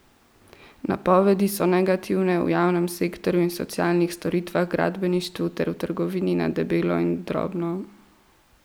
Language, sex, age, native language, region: Slovenian, female, 12-17, Slovenian, Central Slovenia